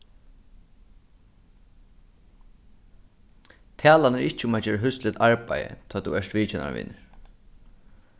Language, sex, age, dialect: Faroese, male, 15-35, Suðurstreymoy